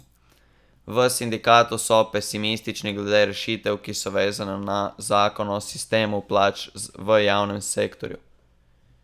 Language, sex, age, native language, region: Slovenian, male, 18-29, Slovenian, Southeast Slovenia